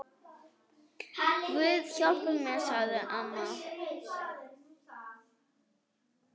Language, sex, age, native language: Icelandic, female, 7, Icelandic